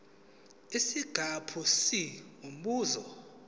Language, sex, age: Zulu, male, 20